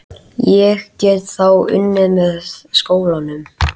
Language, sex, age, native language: Icelandic, male, 13, Icelandic